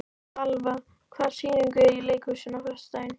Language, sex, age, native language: Icelandic, female, 12, Icelandic